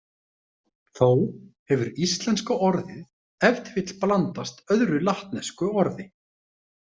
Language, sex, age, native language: Icelandic, male, 30-39, Icelandic